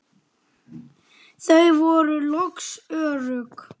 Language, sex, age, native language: Icelandic, female, 9, Icelandic